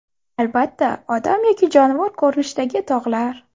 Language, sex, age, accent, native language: Uzbek, female, 18-24, Buxoro, Uzbek